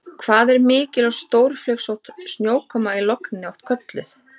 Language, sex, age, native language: Icelandic, female, 30-39, Icelandic